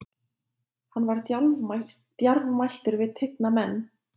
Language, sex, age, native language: Icelandic, female, 20-29, Lithuanian